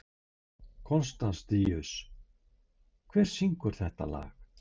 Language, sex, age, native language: Icelandic, male, 60-69, Icelandic